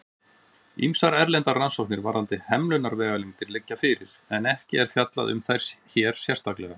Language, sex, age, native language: Icelandic, male, 40-49, Icelandic